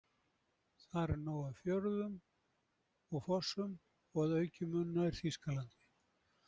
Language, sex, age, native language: Icelandic, male, 70-79, Icelandic